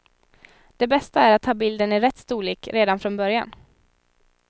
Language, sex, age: Swedish, female, 19